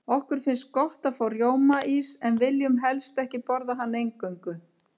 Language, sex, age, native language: Icelandic, female, 50-59, Icelandic